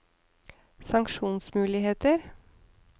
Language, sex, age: Norwegian, female, 30